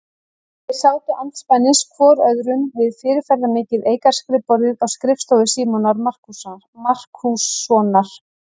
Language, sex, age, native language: Icelandic, female, 40-49, Icelandic